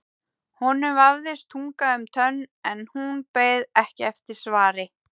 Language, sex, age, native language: Icelandic, female, 18-19, Icelandic